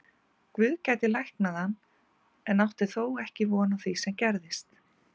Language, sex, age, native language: Icelandic, female, 50-59, Icelandic